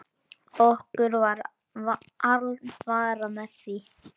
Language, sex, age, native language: Icelandic, male, 10, Icelandic